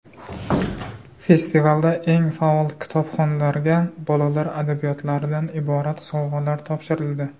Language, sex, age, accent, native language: Uzbek, male, 19-29, Surxondaryo, Uzbek